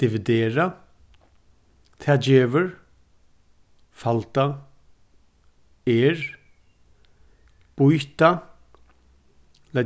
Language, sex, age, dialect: Faroese, male, 36-60, Suðurstreymoy